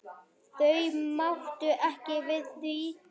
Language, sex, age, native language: Icelandic, male, 8, Icelandic